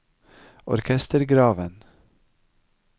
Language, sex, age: Norwegian, male, 55